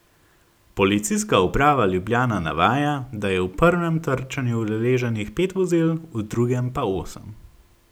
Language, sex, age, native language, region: Slovenian, male, 18-29, Slovenian, Gorenjska region